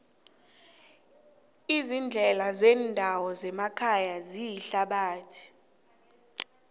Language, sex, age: South Ndebele, female, 26